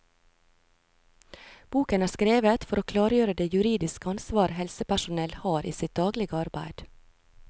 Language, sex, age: Norwegian, female, 36